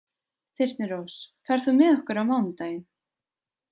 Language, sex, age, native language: Icelandic, female, 20-29, Icelandic